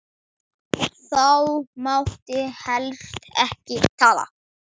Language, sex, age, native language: Icelandic, male, 9, Icelandic